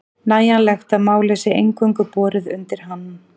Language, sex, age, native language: Icelandic, female, 30-39, Icelandic